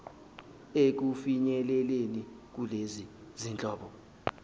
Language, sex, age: Zulu, male, 19